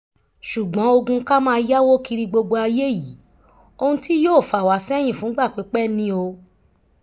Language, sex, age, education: Yoruba, female, 30-45, tertiary